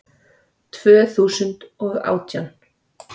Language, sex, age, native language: Icelandic, female, 30-39, Icelandic